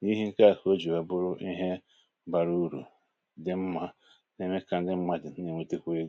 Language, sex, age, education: Igbo, male, 46-60, tertiary